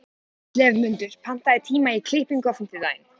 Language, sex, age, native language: Icelandic, male, 14, Icelandic